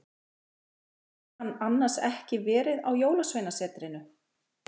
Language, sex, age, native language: Icelandic, female, 40-49, Icelandic